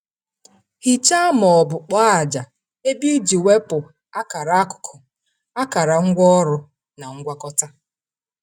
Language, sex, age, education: Igbo, female, 30-45, tertiary